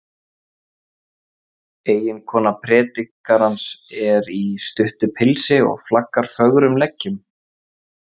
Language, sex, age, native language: Icelandic, male, 30-39, Icelandic